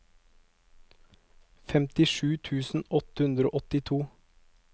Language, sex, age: Norwegian, male, 22